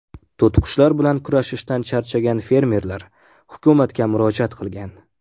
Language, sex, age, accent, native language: Uzbek, male, 18-24, Farg'ona, Uzbek